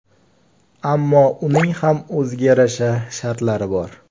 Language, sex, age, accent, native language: Uzbek, male, 18-24, Farg'ona, Uzbek